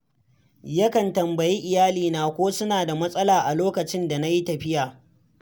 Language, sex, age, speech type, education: Hausa, male, 15-29, read, secondary